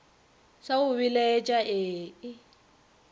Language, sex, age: Northern Sotho, female, 30